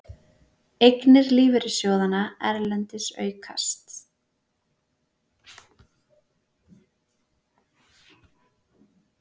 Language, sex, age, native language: Icelandic, female, 20-29, Icelandic